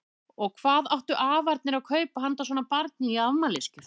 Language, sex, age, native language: Icelandic, female, 30-39, Icelandic